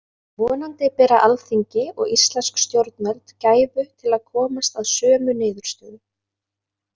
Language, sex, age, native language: Icelandic, female, 20-29, Icelandic